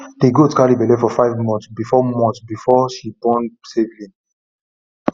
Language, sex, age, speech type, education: Nigerian Pidgin, male, 30-45, spontaneous, tertiary